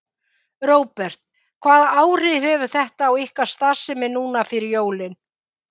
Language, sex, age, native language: Icelandic, female, 50-59, Icelandic